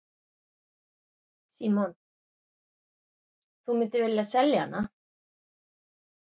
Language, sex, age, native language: Icelandic, female, 50-59, Icelandic